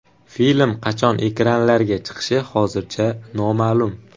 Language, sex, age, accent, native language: Uzbek, male, 18-24, Farg'ona, Uzbek